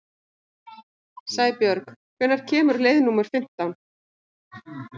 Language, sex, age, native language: Icelandic, male, 14, Icelandic